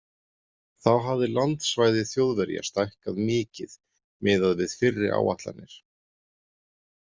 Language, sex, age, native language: Icelandic, male, 30-39, Icelandic